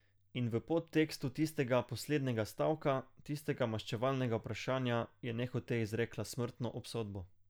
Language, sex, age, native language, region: Slovenian, male, 18-29, Slovenian, Carinthia region